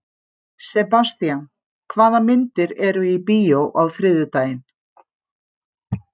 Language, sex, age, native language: Icelandic, female, 50-59, Icelandic